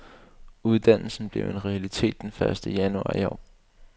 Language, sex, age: Danish, male, 22